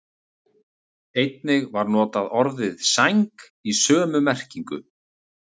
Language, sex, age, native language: Icelandic, male, 30-39, Icelandic